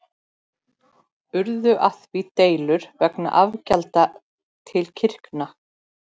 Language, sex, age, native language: Icelandic, female, 40-49, Icelandic